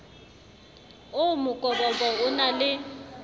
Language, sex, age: Southern Sotho, female, 35